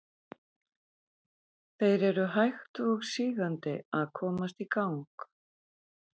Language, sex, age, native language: Icelandic, female, 50-59, Icelandic